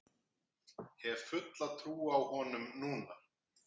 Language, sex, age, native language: Icelandic, male, 50-59, Icelandic